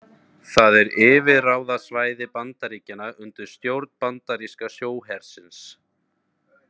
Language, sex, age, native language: Icelandic, male, 30-39, Icelandic